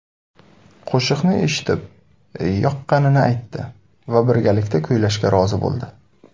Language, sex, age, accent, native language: Uzbek, male, 19-29, Samarqand, Uzbek